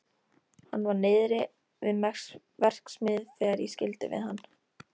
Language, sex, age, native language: Icelandic, female, 13, Icelandic